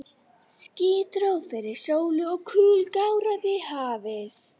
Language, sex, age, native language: Icelandic, female, 11, Icelandic